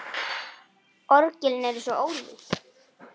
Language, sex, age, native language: Icelandic, female, 9, Icelandic